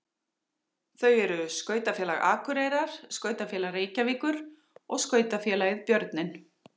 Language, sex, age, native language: Icelandic, female, 40-49, Icelandic